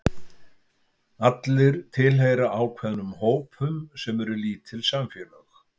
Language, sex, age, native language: Icelandic, male, 70-79, Icelandic